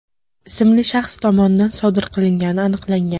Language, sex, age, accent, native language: Uzbek, female, 18-24, Namangan, Uzbek